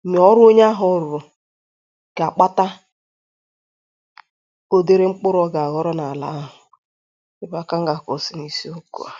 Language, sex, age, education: Igbo, female, 15-29, tertiary